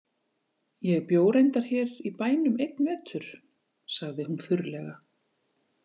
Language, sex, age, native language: Icelandic, female, 40-49, Icelandic